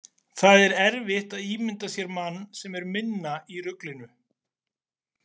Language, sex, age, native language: Icelandic, male, 40-49, Icelandic